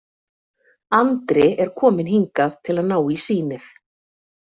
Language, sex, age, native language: Icelandic, female, 40-49, Icelandic